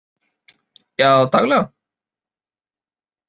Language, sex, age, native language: Icelandic, male, 20-29, Icelandic